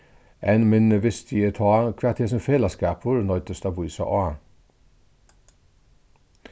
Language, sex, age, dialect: Faroese, male, 36-60, Suðurstreymoy